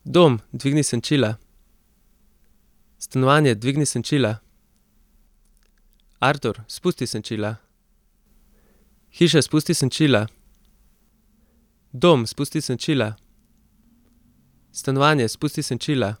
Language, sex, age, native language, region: Slovenian, male, 30-49, Slovenian, Central Slovenia